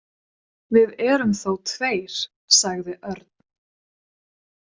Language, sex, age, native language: Icelandic, female, 20-29, Swedish